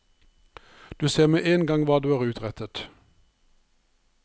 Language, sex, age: Norwegian, male, 59